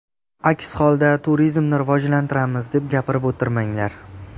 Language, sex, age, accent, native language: Uzbek, male, 18-24, Jizzax, Uzbek